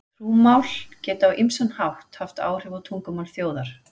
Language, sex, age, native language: Icelandic, female, 40-49, Icelandic